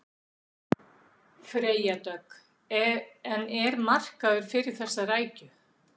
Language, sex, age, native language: Icelandic, female, 60-69, Icelandic